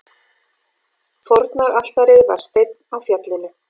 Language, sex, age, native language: Icelandic, female, 40-49, Icelandic